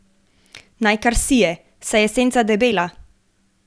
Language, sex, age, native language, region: Slovenian, female, 18-29, Slovenian, Gorenjska region